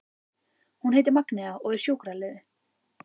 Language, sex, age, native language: Icelandic, female, 14, Icelandic